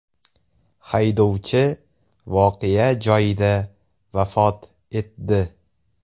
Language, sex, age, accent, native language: Uzbek, male, 18-24, Toshkent viloyati, Uzbek